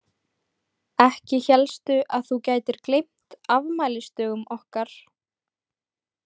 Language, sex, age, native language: Icelandic, female, 18-19, Icelandic